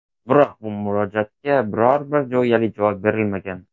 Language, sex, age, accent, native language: Uzbek, male, 18-24, Toshkent shahri, Uzbek